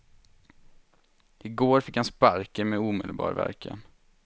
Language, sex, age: Swedish, male, 23